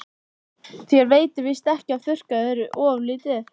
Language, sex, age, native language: Icelandic, female, 13, Icelandic